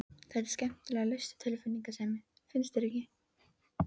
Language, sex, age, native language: Icelandic, female, 13, Icelandic